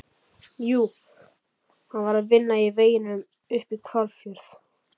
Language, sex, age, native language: Icelandic, male, 11, Icelandic